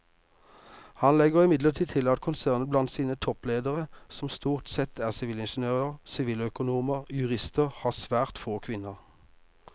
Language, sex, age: Norwegian, male, 48